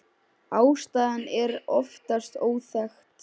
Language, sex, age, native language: Icelandic, male, 10, Icelandic